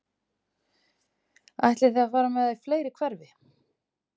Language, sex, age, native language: Icelandic, female, 30-39, Icelandic